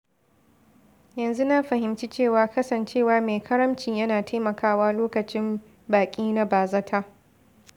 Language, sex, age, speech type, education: Hausa, female, 15-29, read, secondary